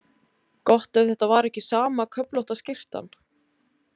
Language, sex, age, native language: Icelandic, female, 20-29, Icelandic